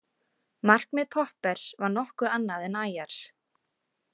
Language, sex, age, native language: Icelandic, female, 18-19, Icelandic